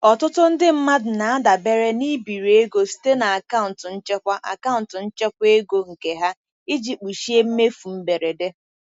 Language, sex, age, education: Igbo, female, 15-29, tertiary